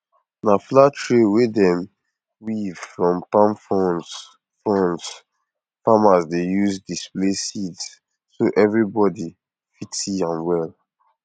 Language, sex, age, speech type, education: Nigerian Pidgin, male, 15-29, spontaneous, tertiary